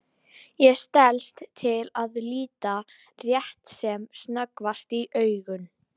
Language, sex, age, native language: Icelandic, female, 12, Icelandic